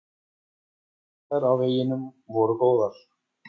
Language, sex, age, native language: Icelandic, male, 40-49, Icelandic